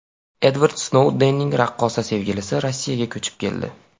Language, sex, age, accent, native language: Uzbek, male, 18-24, Farg'ona, Uzbek